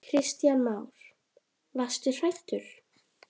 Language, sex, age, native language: Icelandic, female, 10, Icelandic